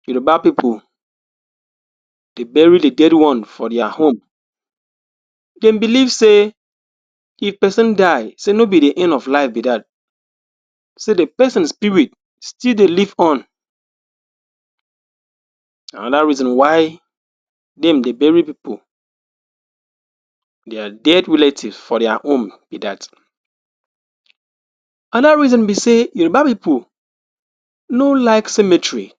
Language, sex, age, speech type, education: Nigerian Pidgin, male, 60+, spontaneous, tertiary